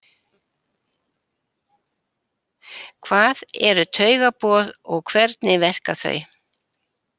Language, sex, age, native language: Icelandic, female, 70-79, Icelandic